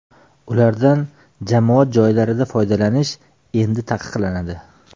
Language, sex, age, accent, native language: Uzbek, male, 35+, Toshkent shahri, Uzbek